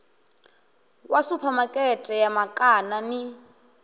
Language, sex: Venda, male